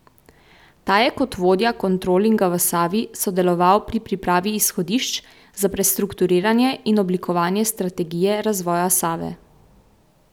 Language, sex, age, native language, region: Slovenian, female, 18-29, Slovenian, Central Slovenia